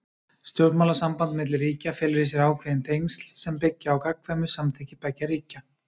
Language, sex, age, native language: Icelandic, male, 30-39, Icelandic